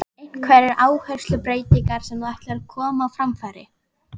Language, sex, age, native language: Icelandic, female, 11, Icelandic